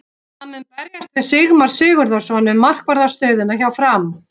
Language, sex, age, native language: Icelandic, female, 40-49, Icelandic